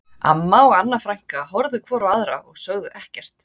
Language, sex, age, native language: Icelandic, female, 30-39, Icelandic